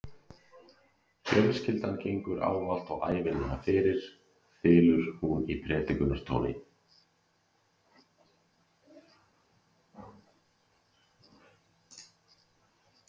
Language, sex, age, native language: Icelandic, male, 30-39, Icelandic